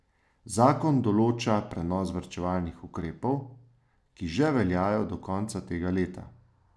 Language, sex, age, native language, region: Slovenian, male, 30-49, Slovenian, Savinja region